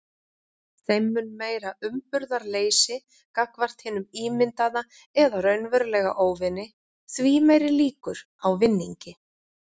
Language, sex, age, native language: Icelandic, female, 40-49, Icelandic